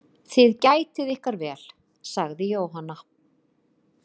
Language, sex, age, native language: Icelandic, female, 50-59, Icelandic